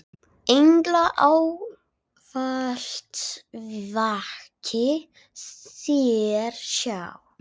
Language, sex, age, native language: Icelandic, male, 8, Icelandic